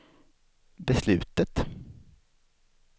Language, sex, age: Swedish, male, 49